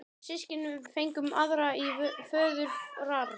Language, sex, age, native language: Icelandic, male, 11, Icelandic